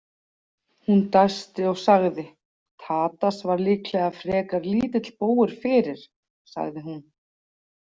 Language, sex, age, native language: Icelandic, female, 40-49, Icelandic